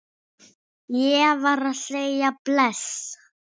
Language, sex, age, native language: Icelandic, male, 6, Icelandic